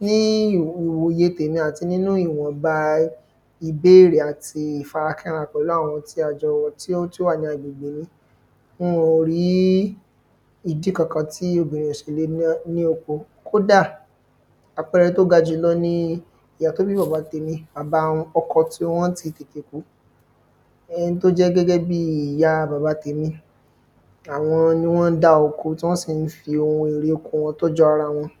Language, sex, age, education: Yoruba, male, 15-29, secondary